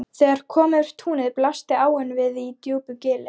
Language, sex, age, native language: Icelandic, female, 12, Icelandic